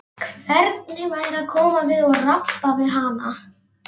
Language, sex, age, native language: Icelandic, female, 11, Icelandic